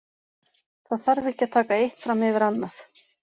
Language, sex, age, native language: Icelandic, female, 40-49, Icelandic